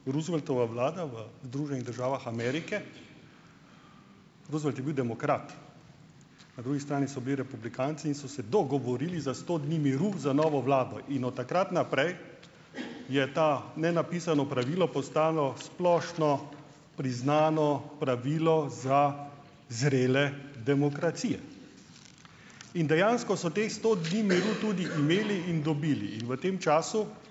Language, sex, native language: Slovenian, male, Slovenian